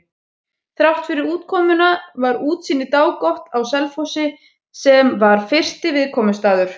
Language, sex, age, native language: Icelandic, female, 30-39, Icelandic